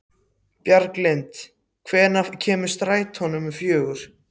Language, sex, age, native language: Icelandic, other, 14, Icelandic